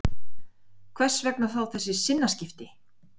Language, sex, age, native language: Icelandic, female, 20-29, Icelandic